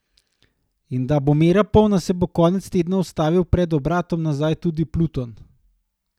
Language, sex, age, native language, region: Slovenian, male, 30-49, Slovenian, Gorenjska region